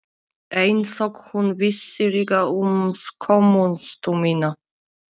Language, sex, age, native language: Icelandic, female, 30-39, Polish